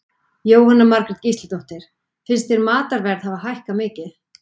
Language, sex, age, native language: Icelandic, female, 40-49, Icelandic